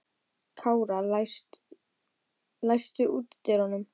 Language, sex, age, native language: Icelandic, female, 12, Icelandic